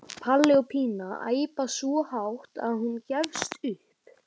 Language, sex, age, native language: Icelandic, male, 12, Icelandic